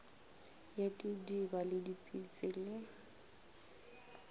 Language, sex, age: Northern Sotho, female, 22